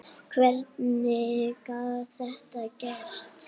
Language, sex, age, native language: Icelandic, female, 8, Icelandic